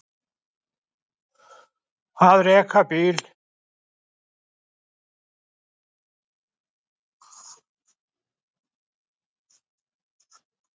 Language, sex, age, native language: Icelandic, male, 70-79, Icelandic